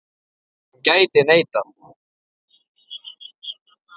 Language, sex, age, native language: Icelandic, male, 9, Icelandic